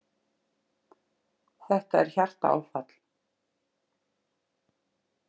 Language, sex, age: Icelandic, female, 60-69